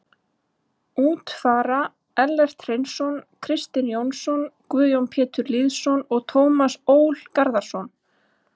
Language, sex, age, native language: Icelandic, female, 20-29, Icelandic